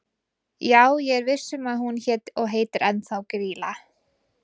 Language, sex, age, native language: Icelandic, female, 20-29, Icelandic